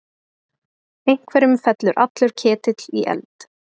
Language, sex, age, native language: Icelandic, female, 20-29, Icelandic